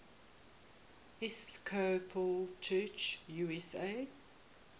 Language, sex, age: English, female, 18